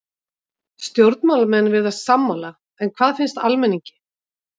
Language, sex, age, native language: Icelandic, female, 50-59, Icelandic